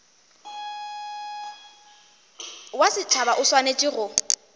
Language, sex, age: Northern Sotho, female, 18